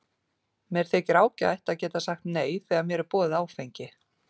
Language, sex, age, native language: Icelandic, female, 40-49, Icelandic